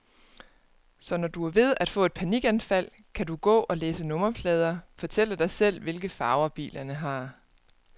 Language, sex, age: Danish, female, 29